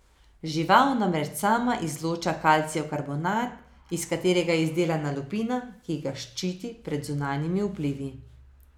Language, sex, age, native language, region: Slovenian, female, 30-49, Slovenian, Savinja region